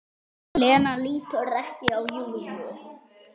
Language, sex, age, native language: Icelandic, male, 8, Icelandic